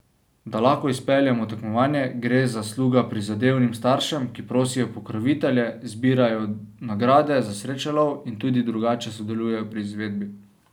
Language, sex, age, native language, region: Slovenian, male, 18-29, Slovenian, Savinja region